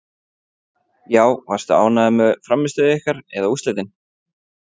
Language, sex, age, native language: Icelandic, male, 30-39, Icelandic